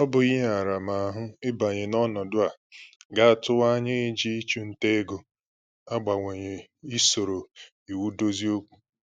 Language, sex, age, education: Igbo, male, 15-29, tertiary